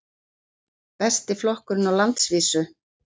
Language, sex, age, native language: Icelandic, female, 40-49, Icelandic